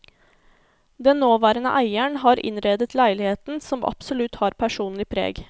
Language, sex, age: Norwegian, female, 24